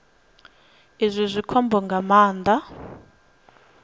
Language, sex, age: Venda, female, 26